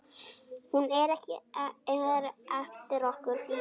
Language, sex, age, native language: Icelandic, female, 8, Icelandic